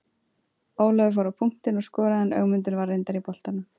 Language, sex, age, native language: Icelandic, female, 20-29, Icelandic